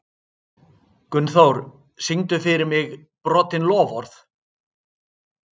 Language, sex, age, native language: Icelandic, male, 60-69, Icelandic